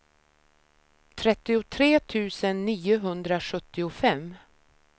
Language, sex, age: Swedish, female, 53